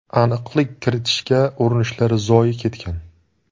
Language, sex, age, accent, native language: Uzbek, male, 19-29, Surxondaryo, Uzbek